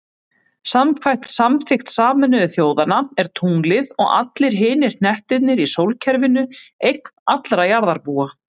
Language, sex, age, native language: Icelandic, female, 30-39, Icelandic